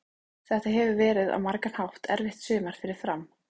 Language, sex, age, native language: Icelandic, female, 30-39, Icelandic